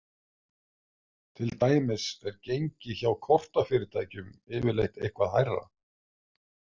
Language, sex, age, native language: Icelandic, male, 50-59, Icelandic